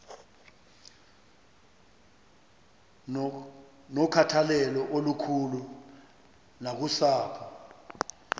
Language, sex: Xhosa, male